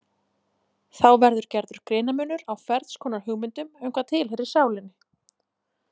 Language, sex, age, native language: Icelandic, female, 30-39, Icelandic